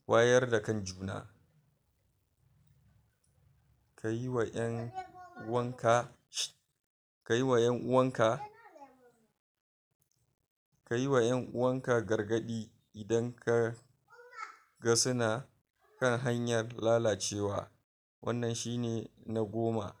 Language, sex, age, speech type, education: Hausa, male, 46-60, spontaneous, tertiary